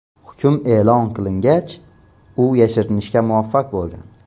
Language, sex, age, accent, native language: Uzbek, male, under 19, Xorazm, Uzbek